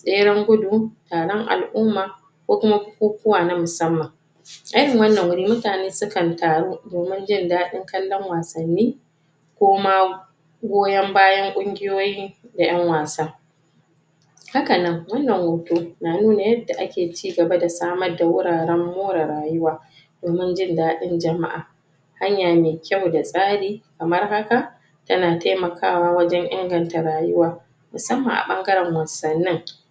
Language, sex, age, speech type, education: Hausa, female, 30-45, spontaneous, tertiary